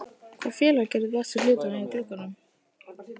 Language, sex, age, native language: Icelandic, male, 18-19, Icelandic